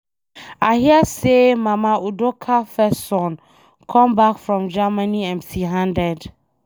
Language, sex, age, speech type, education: Nigerian Pidgin, female, 15-29, read, secondary